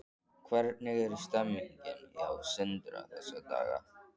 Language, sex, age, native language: Icelandic, male, 14, Icelandic